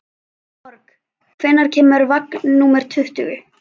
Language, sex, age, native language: Icelandic, female, 11, Icelandic